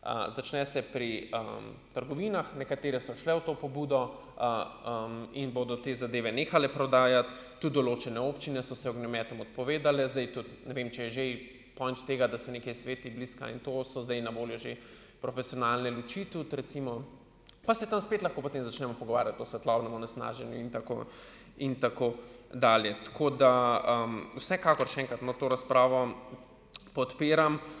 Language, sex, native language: Slovenian, male, Slovenian